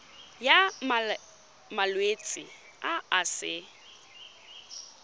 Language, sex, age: Tswana, female, 22